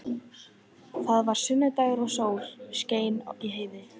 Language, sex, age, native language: Icelandic, female, 14, Icelandic